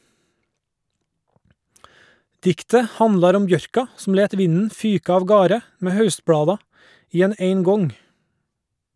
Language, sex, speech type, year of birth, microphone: Norwegian, male, read, 1969, Shure